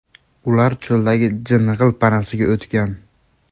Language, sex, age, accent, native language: Uzbek, male, 18-24, Andijon, Uzbek